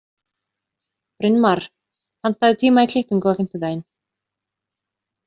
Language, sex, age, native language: Icelandic, female, 30-39, Icelandic